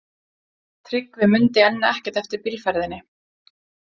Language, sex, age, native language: Icelandic, female, 20-29, Icelandic